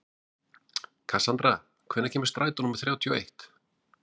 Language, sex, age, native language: Icelandic, male, 40-49, Icelandic